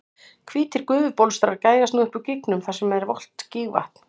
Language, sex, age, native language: Icelandic, female, 60-69, Icelandic